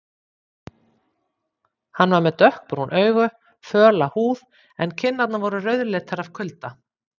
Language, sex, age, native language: Icelandic, female, 50-59, Icelandic